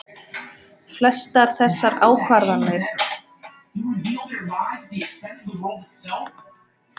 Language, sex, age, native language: Icelandic, female, 20-29, Icelandic